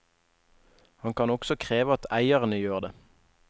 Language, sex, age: Norwegian, male, 21